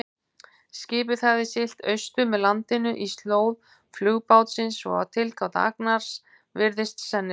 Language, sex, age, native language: Icelandic, female, 50-59, Icelandic